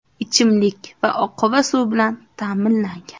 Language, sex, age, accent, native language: Uzbek, female, 19-29, Namangan, Uzbek